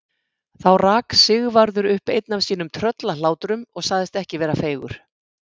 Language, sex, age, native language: Icelandic, female, 50-59, Icelandic